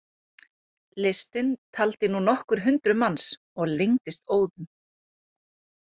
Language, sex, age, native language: Icelandic, female, 30-39, Icelandic